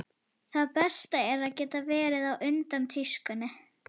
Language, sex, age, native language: Icelandic, female, 11, Icelandic